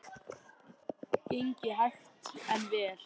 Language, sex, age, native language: Icelandic, male, 20-29, Icelandic